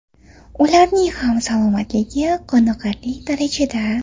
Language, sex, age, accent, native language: Uzbek, female, 25-34, Toshkent shahri, Uzbek